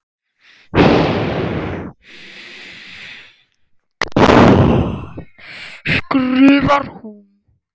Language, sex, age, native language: Icelandic, male, 10, Icelandic